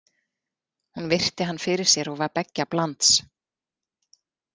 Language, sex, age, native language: Icelandic, female, 40-49, Icelandic